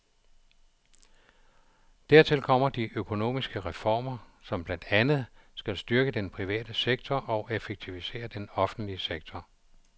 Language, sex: Danish, male